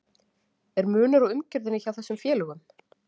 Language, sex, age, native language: Icelandic, female, 40-49, Icelandic